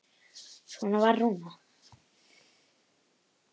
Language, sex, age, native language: Icelandic, female, 9, Icelandic